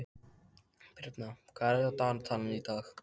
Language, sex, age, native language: Icelandic, male, 13, Icelandic